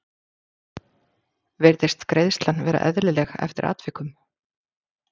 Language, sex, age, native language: Icelandic, female, 40-49, Icelandic